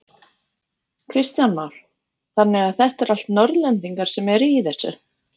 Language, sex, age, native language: Icelandic, female, 50-59, Icelandic